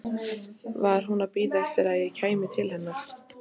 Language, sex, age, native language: Icelandic, female, 14, Icelandic